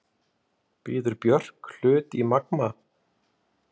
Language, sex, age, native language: Icelandic, male, 50-59, Icelandic